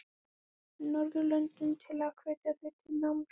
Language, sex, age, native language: Icelandic, female, 14, Icelandic